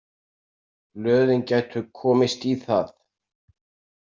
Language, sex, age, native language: Icelandic, male, 60-69, Icelandic